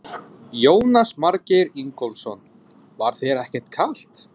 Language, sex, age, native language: Icelandic, male, 20-29, English